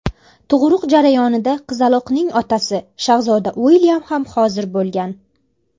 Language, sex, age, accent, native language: Uzbek, female, under 19, Farg'ona, Uzbek